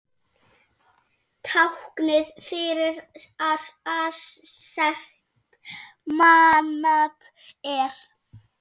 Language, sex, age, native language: Icelandic, female, 7, Icelandic